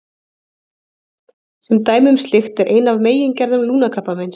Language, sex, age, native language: Icelandic, female, 30-39, Icelandic